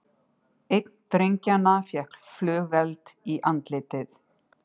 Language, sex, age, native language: Icelandic, female, 60-69, Icelandic